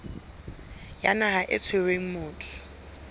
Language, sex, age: Southern Sotho, female, 22